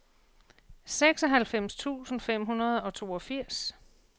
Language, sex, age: Danish, female, 48